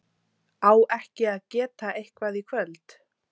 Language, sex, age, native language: Icelandic, female, 17, Icelandic